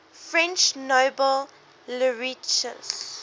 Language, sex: English, female